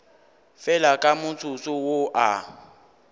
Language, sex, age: Northern Sotho, male, 19